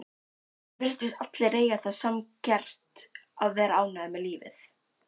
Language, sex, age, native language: Icelandic, female, 12, Icelandic